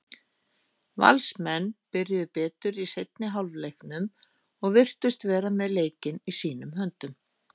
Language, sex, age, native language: Icelandic, female, 50-59, Icelandic